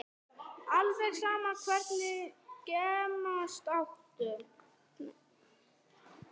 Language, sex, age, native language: Icelandic, female, 6, Icelandic